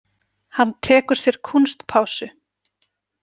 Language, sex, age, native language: Icelandic, female, 40-49, Icelandic